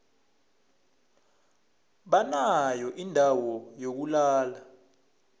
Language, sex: South Ndebele, male